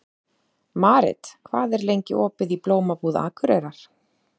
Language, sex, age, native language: Icelandic, female, 30-39, Icelandic